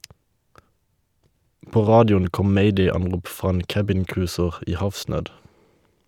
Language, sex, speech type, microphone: Norwegian, male, read, Shure